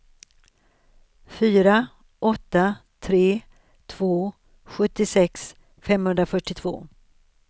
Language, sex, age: Swedish, female, 63